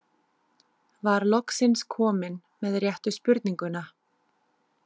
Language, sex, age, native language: Icelandic, female, 30-39, Icelandic